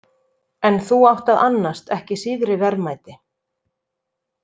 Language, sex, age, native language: Icelandic, female, 30-39, Icelandic